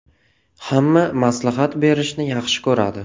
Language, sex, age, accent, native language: Uzbek, male, 18-24, Toshkent viloyati, Uzbek